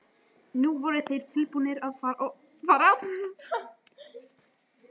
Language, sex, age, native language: Icelandic, female, 13, Icelandic